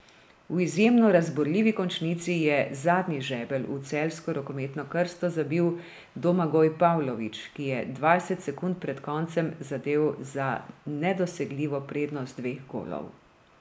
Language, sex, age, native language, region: Slovenian, female, 30-49, Slovenian, Drava region